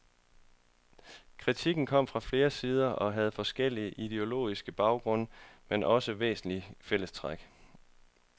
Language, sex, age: Danish, male, 31